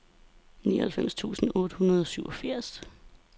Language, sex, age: Danish, female, 32